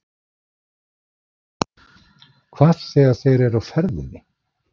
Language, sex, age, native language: Icelandic, male, 60-69, Icelandic